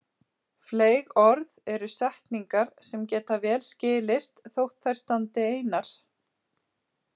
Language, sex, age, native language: Icelandic, female, 30-39, Icelandic